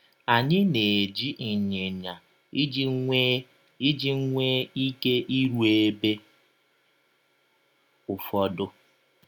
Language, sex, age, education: Igbo, male, 30-45, tertiary